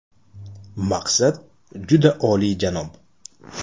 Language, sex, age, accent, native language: Uzbek, male, 35+, Toshkent shahri, Uzbek